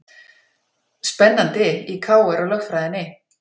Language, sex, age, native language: Icelandic, female, 50-59, Icelandic